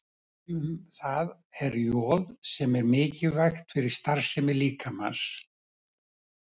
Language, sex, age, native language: Icelandic, male, 70-79, Icelandic